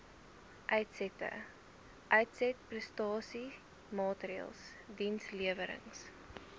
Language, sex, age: Afrikaans, female, 19